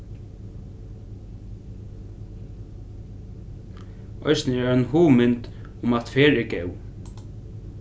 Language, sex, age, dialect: Faroese, male, 15-35, Norðurstreymoy/Eysturoy